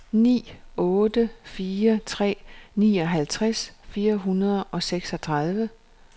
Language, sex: Danish, female